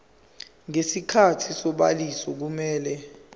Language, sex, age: Zulu, male, 17